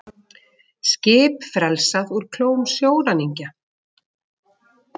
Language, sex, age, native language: Icelandic, female, 40-49, Icelandic